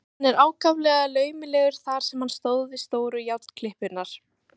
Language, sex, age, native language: Icelandic, female, 18-19, Icelandic